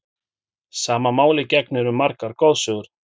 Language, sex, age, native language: Icelandic, male, 40-49, Icelandic